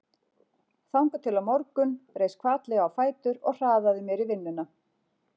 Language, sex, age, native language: Icelandic, female, 40-49, Icelandic